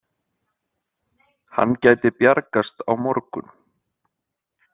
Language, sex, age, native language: Icelandic, male, 30-39, Icelandic